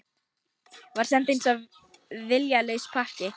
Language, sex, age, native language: Icelandic, female, 18-19, Lithuanian